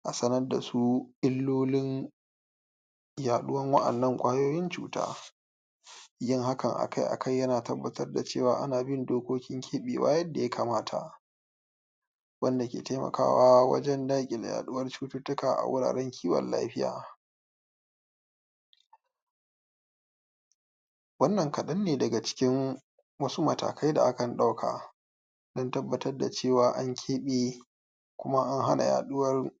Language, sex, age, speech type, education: Hausa, male, 15-29, spontaneous, tertiary